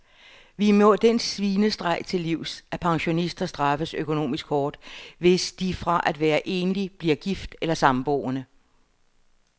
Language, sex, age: Danish, female, 60